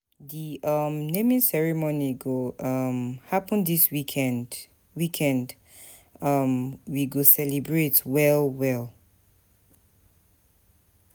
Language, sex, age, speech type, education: Nigerian Pidgin, female, 30-45, spontaneous, tertiary